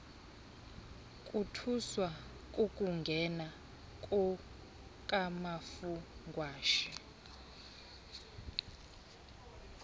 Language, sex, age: Xhosa, female, 20